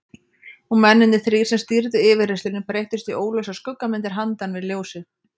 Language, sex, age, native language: Icelandic, female, 30-39, Icelandic